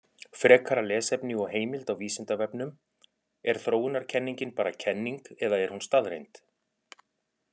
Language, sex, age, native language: Icelandic, male, 40-49, Icelandic